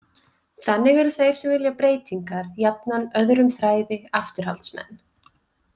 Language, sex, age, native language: Icelandic, female, 20-29, Icelandic